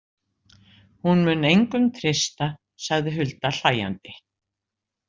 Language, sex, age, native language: Icelandic, female, 60-69, Icelandic